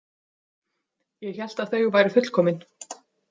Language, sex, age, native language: Icelandic, female, 30-39, Icelandic